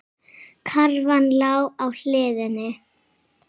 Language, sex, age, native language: Icelandic, female, 30-39, Icelandic